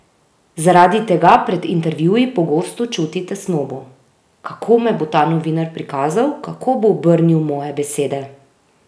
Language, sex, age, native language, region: Slovenian, female, 30-49, Slovenian, Drava region